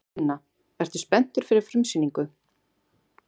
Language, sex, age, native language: Icelandic, female, 30-39, Icelandic